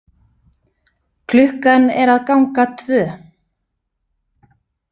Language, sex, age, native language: Icelandic, female, 30-39, Icelandic